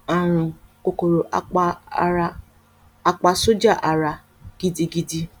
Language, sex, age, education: Yoruba, female, 30-45, tertiary